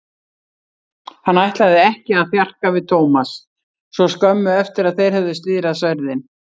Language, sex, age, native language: Icelandic, female, 60-69, Icelandic